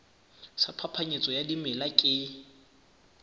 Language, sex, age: Southern Sotho, male, 24